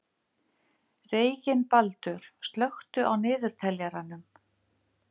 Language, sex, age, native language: Icelandic, female, 50-59, Icelandic